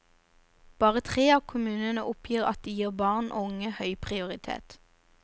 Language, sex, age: Norwegian, female, 29